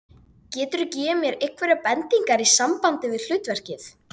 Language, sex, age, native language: Icelandic, female, 12, Icelandic